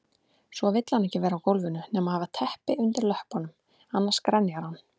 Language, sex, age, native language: Icelandic, female, 30-39, Icelandic